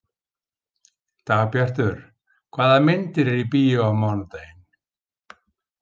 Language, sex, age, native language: Icelandic, male, 50-59, Icelandic